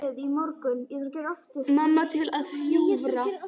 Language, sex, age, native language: Icelandic, female, 10, Polish